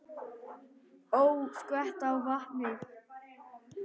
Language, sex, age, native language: Icelandic, male, 10, Icelandic